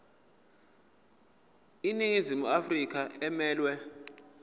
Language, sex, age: Zulu, male, 22